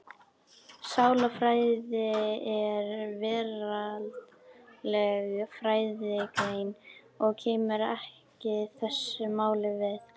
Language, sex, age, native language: Icelandic, female, 12, Icelandic